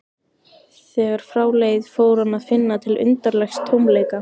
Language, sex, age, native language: Icelandic, female, 15, Icelandic